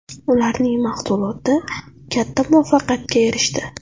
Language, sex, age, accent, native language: Uzbek, female, 19-29, Navoiy, Uzbek